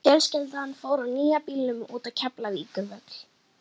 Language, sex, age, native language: Icelandic, female, 11, Icelandic